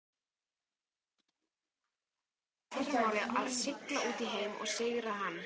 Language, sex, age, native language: Icelandic, female, 18-19, Icelandic